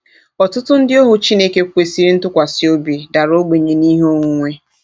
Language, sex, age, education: Igbo, female, 30-45, tertiary